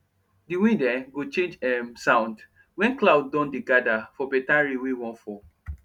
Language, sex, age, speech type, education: Nigerian Pidgin, male, 15-29, spontaneous, tertiary